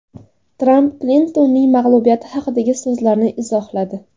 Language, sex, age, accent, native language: Uzbek, female, 18-24, Surxondaryo, Uzbek